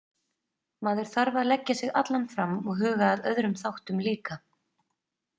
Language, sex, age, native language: Icelandic, female, 30-39, Icelandic